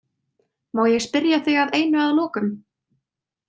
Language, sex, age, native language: Icelandic, female, 20-29, Icelandic